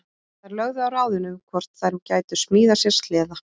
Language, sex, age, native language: Icelandic, female, 20-29, Icelandic